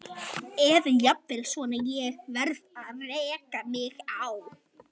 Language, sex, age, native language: Icelandic, male, 11, Icelandic